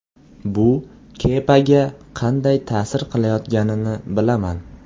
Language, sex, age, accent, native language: Uzbek, male, 18-24, Qoraqalpog'iston, Uzbek